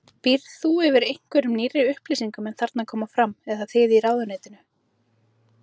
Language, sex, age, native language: Icelandic, female, 30-39, Icelandic